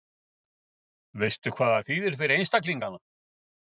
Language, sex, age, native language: Icelandic, male, 50-59, Icelandic